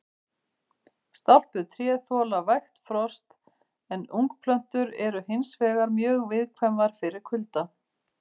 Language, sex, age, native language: Icelandic, female, 50-59, Icelandic